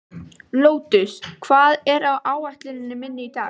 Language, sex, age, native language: Icelandic, female, 12, Icelandic